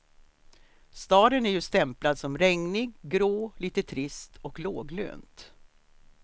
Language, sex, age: Swedish, female, 63